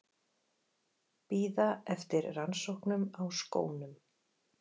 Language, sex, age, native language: Icelandic, female, 40-49, Icelandic